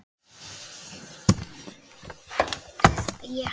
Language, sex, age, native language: Icelandic, male, 9, Icelandic